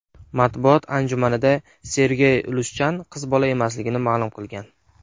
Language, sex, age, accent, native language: Uzbek, male, 19-29, Namangan, Uzbek